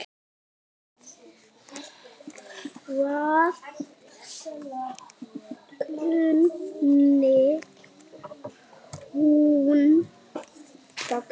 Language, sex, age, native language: Icelandic, male, 6, Icelandic